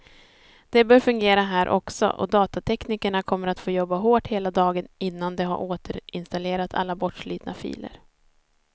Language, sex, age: Swedish, female, 30